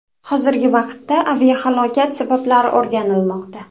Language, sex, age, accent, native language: Uzbek, female, 18-24, Andijon, Uzbek